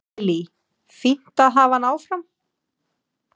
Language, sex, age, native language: Icelandic, female, 40-49, Icelandic